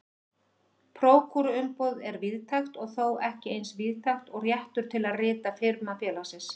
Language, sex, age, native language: Icelandic, female, 50-59, Icelandic